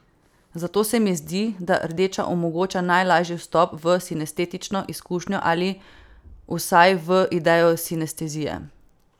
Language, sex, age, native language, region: Slovenian, female, 18-29, Slovenian, Savinja region